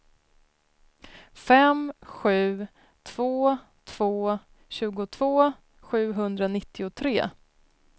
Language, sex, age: Swedish, female, 33